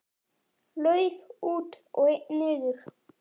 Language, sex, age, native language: Icelandic, male, 9, Icelandic